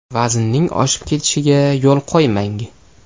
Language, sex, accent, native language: Uzbek, male, Farg'ona, Uzbek